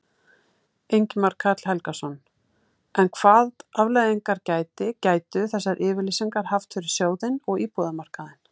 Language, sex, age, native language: Icelandic, female, 50-59, Icelandic